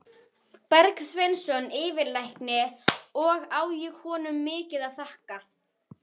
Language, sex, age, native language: Icelandic, female, 11, Icelandic